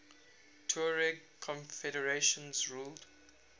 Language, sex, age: English, male, 19